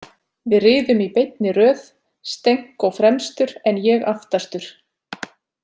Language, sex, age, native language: Icelandic, female, 40-49, Icelandic